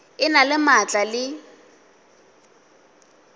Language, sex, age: Northern Sotho, female, 20